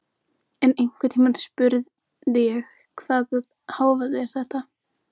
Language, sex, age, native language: Icelandic, male, 14, Icelandic